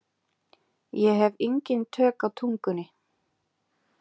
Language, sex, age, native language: Icelandic, female, 20-29, Icelandic